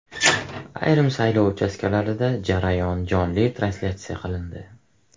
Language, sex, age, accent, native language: Uzbek, male, 18-24, Farg'ona, Uzbek